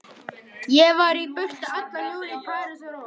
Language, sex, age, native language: Icelandic, male, 11, Icelandic